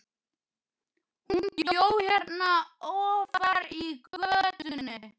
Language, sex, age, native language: Icelandic, male, 12, Icelandic